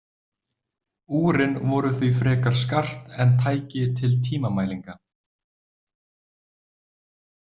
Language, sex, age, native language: Icelandic, male, 20-29, Icelandic